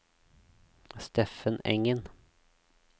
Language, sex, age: Norwegian, male, 36